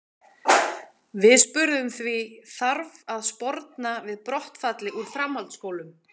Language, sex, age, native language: Icelandic, female, 30-39, Icelandic